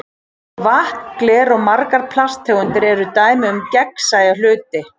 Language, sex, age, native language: Icelandic, female, 40-49, Icelandic